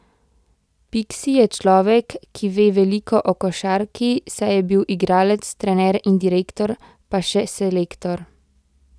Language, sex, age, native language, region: Slovenian, female, 18-29, Slovenian, Central Slovenia